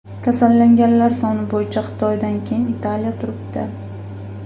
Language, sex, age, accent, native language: Uzbek, female, 18-24, Farg'ona, Uzbek